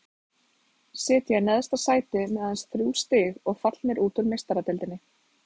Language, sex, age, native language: Icelandic, female, 20-29, Icelandic